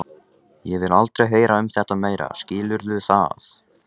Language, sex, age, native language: Icelandic, male, 14, Icelandic